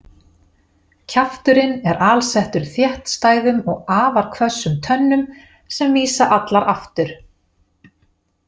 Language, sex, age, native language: Icelandic, female, 40-49, Icelandic